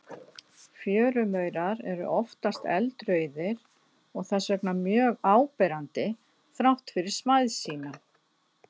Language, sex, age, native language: Icelandic, female, 60-69, Icelandic